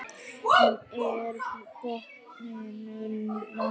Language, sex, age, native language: Icelandic, female, 9, Icelandic